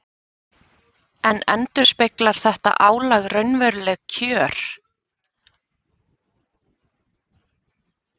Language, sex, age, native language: Icelandic, female, 20-29, Icelandic